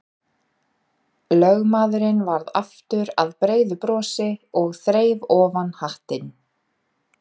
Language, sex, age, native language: Icelandic, female, 30-39, Icelandic